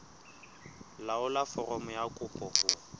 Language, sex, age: Southern Sotho, male, 23